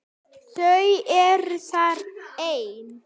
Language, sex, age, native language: Icelandic, female, 9, Icelandic